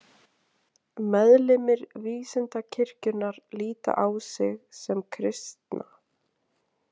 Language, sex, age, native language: Icelandic, female, 20-29, Icelandic